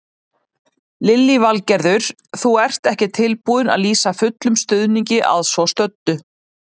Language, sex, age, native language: Icelandic, female, 30-39, Icelandic